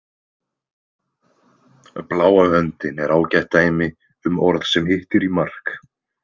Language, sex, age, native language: Icelandic, male, 20-29, Icelandic